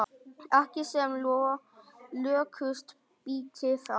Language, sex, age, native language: Icelandic, male, 10, Vietnamese